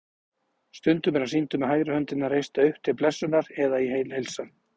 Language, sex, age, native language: Icelandic, male, 40-49, Icelandic